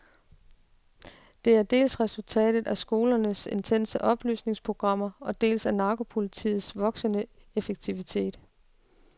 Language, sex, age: Danish, female, 36